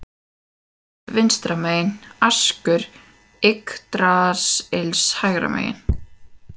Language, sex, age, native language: Icelandic, female, 18-19, Icelandic